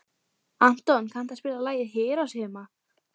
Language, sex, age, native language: Icelandic, female, 12, Icelandic